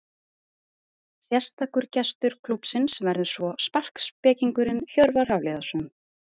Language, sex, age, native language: Icelandic, female, 30-39, Icelandic